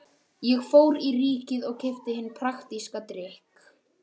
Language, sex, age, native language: Icelandic, male, 12, Icelandic